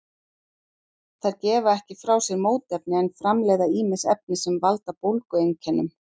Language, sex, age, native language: Icelandic, female, 40-49, Icelandic